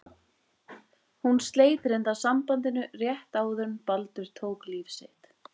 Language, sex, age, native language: Icelandic, female, 20-29, Icelandic